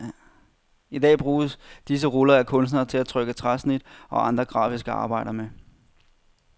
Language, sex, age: Danish, male, 31